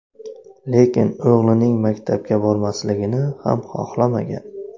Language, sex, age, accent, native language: Uzbek, male, 25-34, Navoiy, Uzbek